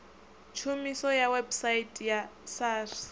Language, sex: Venda, male